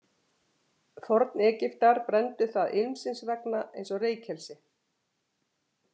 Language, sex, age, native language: Icelandic, female, 50-59, Icelandic